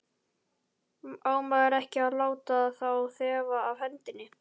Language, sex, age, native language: Icelandic, male, 11, Icelandic